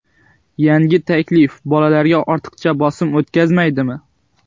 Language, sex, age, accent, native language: Uzbek, male, 18-24, Xorazm, Uzbek